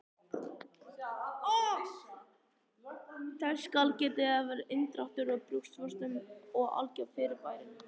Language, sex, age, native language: Icelandic, male, 14, Icelandic